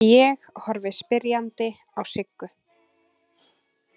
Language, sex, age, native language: Icelandic, female, 20-29, Icelandic